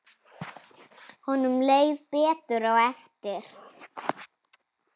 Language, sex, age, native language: Icelandic, female, 7, Icelandic